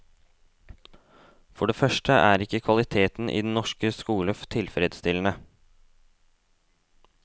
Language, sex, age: Norwegian, male, 18